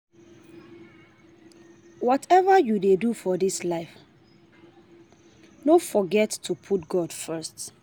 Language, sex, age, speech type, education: Nigerian Pidgin, female, 30-45, spontaneous, tertiary